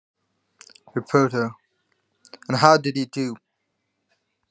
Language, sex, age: Icelandic, male, 20-29